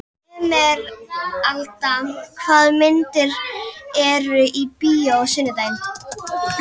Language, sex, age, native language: Icelandic, female, 11, Icelandic